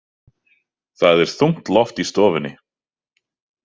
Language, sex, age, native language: Icelandic, male, 30-39, Icelandic